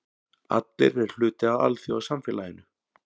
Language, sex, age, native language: Icelandic, male, 40-49, Icelandic